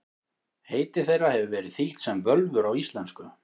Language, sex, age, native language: Icelandic, male, 30-39, Icelandic